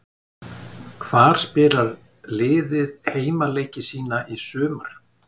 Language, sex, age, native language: Icelandic, male, 50-59, Icelandic